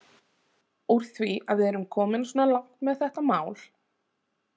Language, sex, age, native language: Icelandic, female, 30-39, Icelandic